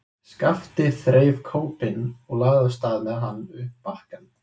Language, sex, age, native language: Icelandic, male, 20-29, Icelandic